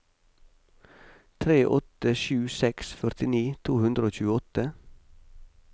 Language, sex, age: Norwegian, male, 45